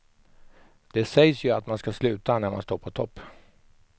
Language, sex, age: Swedish, male, 44